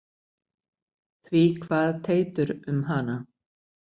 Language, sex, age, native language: Icelandic, female, 60-69, Icelandic